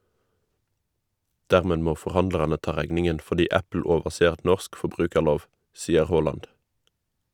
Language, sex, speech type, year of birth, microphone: Norwegian, male, read, 1991, Shure